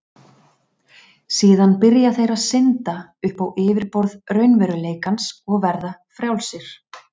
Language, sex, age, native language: Icelandic, female, 30-39, Icelandic